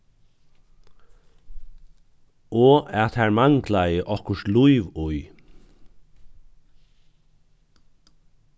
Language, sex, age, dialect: Faroese, male, 36-60, Norðuroyggjar